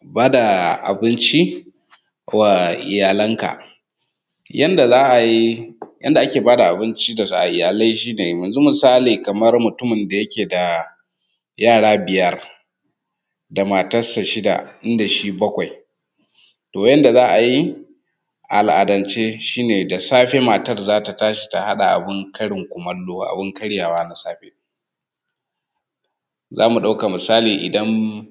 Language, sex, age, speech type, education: Hausa, male, 30-45, spontaneous, tertiary